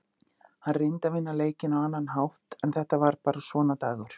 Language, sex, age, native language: Icelandic, female, 50-59, Icelandic